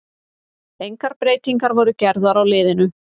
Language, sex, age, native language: Icelandic, female, 30-39, Icelandic